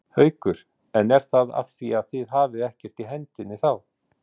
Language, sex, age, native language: Icelandic, male, 40-49, Icelandic